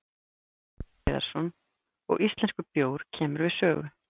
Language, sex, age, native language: Icelandic, female, 50-59, Icelandic